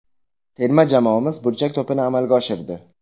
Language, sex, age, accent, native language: Uzbek, male, 18-24, Jizzax, Uzbek